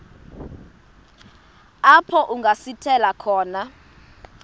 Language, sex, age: Xhosa, female, 32